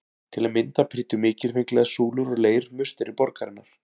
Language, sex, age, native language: Icelandic, male, 40-49, Icelandic